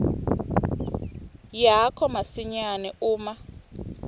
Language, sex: Swati, female